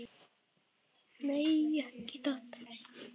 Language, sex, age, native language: Icelandic, male, 9, Icelandic